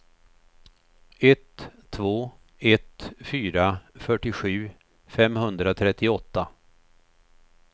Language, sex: Swedish, male